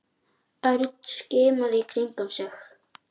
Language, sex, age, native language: Icelandic, female, 9, Icelandic